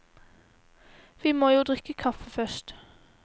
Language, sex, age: Norwegian, female, 18